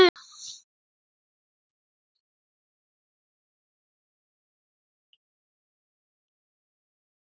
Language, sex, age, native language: Icelandic, female, 11, Icelandic